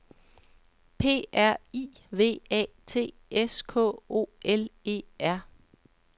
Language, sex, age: Danish, male, 37